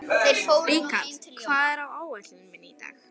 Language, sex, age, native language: Icelandic, female, 11, Icelandic